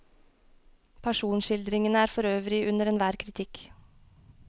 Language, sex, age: Norwegian, female, 21